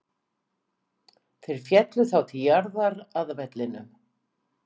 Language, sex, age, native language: Icelandic, female, 50-59, Icelandic